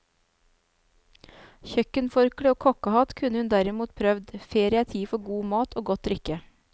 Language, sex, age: Norwegian, female, 29